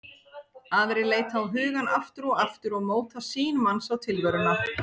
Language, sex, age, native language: Icelandic, female, 40-49, Icelandic